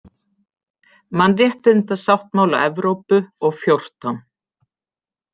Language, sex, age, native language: Icelandic, female, 50-59, Icelandic